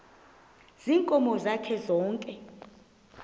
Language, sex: Xhosa, female